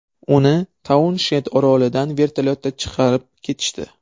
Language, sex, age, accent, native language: Uzbek, male, 12-17, Surxondaryo, Uzbek